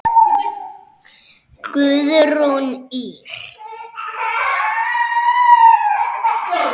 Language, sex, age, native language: Icelandic, male, 6, Icelandic